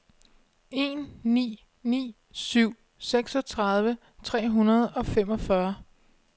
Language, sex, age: Danish, female, 25